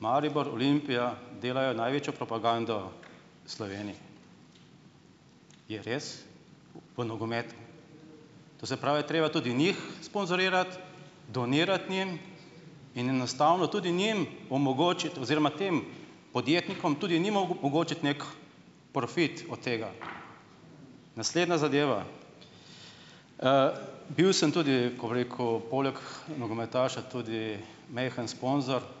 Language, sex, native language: Slovenian, male, Slovenian